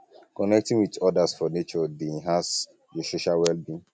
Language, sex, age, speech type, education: Nigerian Pidgin, male, 15-29, spontaneous, tertiary